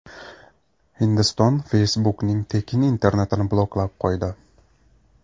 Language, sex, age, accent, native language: Uzbek, male, 25-34, Namangan, Uzbek